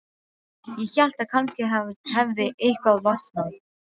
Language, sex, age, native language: Icelandic, female, 12, Icelandic